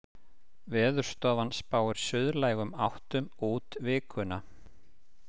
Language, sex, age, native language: Icelandic, male, 50-59, Icelandic